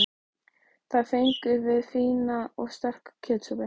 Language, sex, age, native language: Icelandic, female, 13, Icelandic